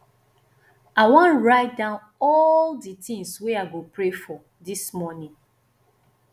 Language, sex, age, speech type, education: Nigerian Pidgin, female, 15-29, spontaneous, tertiary